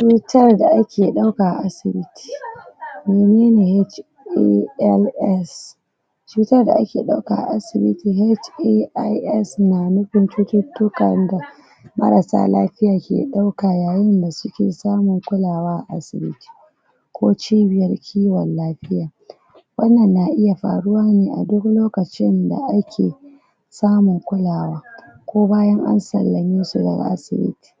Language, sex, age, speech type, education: Hausa, female, 30-45, spontaneous, tertiary